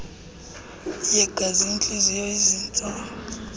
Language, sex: Xhosa, female